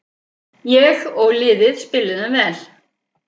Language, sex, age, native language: Icelandic, female, 50-59, Icelandic